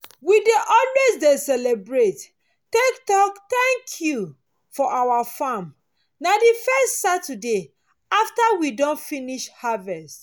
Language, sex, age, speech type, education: Nigerian Pidgin, female, 30-45, spontaneous, tertiary